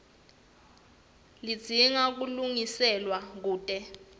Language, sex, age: Swati, female, 19